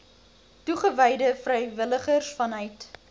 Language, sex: Afrikaans, female